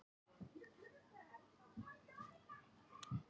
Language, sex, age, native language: Icelandic, female, 40-49, Icelandic